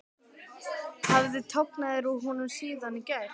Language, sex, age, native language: Icelandic, female, 12, Icelandic